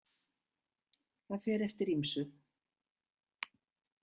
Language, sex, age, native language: Icelandic, female, 70-79, Icelandic